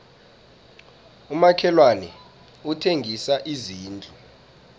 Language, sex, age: South Ndebele, male, 19